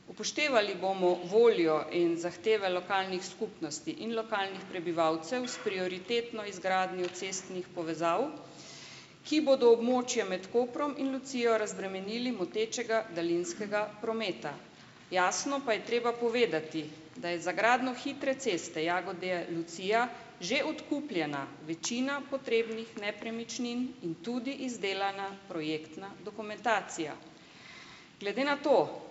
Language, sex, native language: Slovenian, female, Slovenian